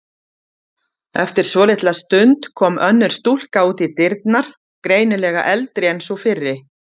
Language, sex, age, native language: Icelandic, female, 50-59, Icelandic